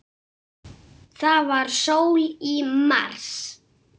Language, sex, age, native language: Icelandic, male, 6, Icelandic